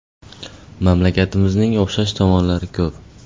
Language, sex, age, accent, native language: Uzbek, male, 18-24, Namangan, Uzbek